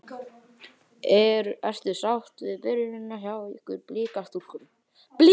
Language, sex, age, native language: Icelandic, male, 11, Icelandic